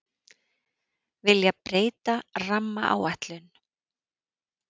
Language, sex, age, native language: Icelandic, female, 40-49, Icelandic